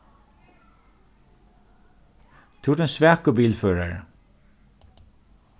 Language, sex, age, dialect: Faroese, male, 36-60, Norðurstreymoy/Eysturoy